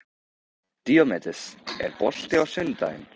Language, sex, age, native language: Icelandic, male, 13, Icelandic